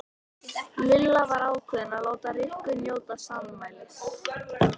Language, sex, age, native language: Icelandic, female, 13, Icelandic